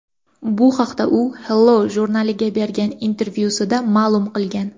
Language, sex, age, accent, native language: Uzbek, female, 18-24, Qashqadaryo, Uzbek